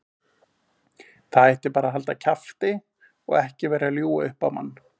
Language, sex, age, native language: Icelandic, male, 40-49, Icelandic